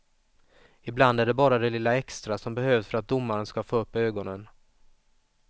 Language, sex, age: Swedish, male, 44